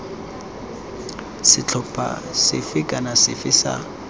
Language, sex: Tswana, male